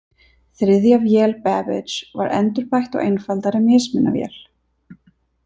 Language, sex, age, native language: Icelandic, female, 30-39, Icelandic